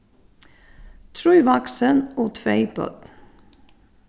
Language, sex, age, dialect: Faroese, female, 36-60, Suðurstreymoy